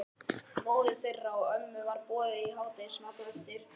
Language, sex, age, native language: Icelandic, male, 11, Icelandic